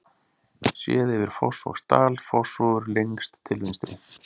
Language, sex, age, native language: Icelandic, male, 40-49, Icelandic